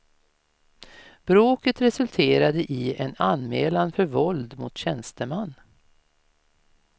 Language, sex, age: Swedish, female, 56